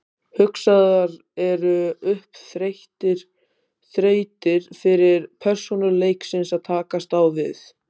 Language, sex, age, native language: Icelandic, male, 18-19, Icelandic